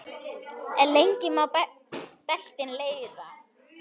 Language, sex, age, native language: Icelandic, female, 10, Icelandic